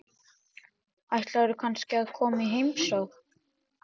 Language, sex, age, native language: Icelandic, male, 13, Icelandic